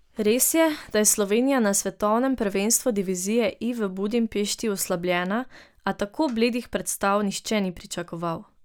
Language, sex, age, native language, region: Slovenian, female, 18-29, Slovenian, Drava region